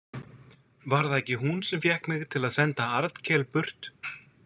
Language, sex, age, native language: Icelandic, male, 40-49, Icelandic